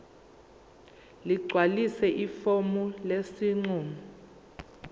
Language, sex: Zulu, female